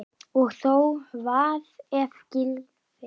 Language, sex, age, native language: Icelandic, male, 10, Icelandic